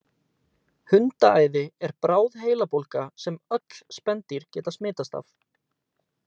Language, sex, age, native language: Icelandic, male, 18-19, Icelandic